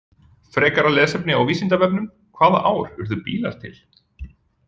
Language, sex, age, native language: Icelandic, male, 40-49, Icelandic